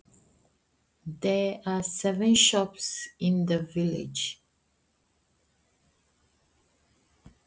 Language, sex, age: Icelandic, female, 20-29